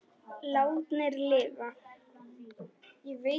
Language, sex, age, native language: Icelandic, female, 10, Icelandic